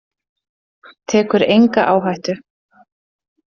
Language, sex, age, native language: Icelandic, female, 40-49, Icelandic